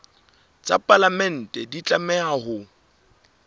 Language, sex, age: Southern Sotho, male, 26